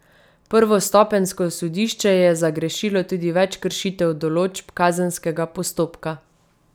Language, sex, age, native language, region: Slovenian, female, 30-49, Slovenian, Savinja region